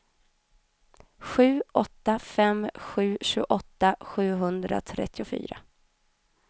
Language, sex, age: Swedish, female, 31